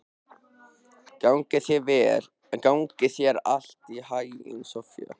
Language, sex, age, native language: Icelandic, male, 13, Icelandic